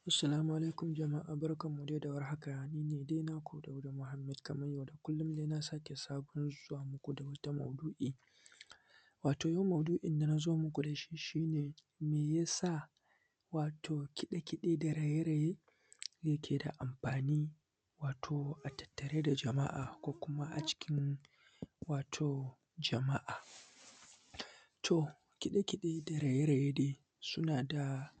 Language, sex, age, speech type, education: Hausa, male, 15-29, spontaneous, secondary